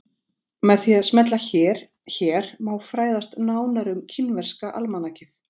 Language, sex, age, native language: Icelandic, female, 40-49, Icelandic